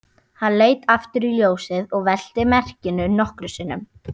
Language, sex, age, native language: Icelandic, female, 12, Icelandic